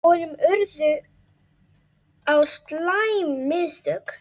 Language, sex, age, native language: Icelandic, male, 8, Icelandic